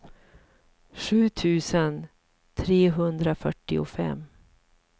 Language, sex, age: Swedish, female, 54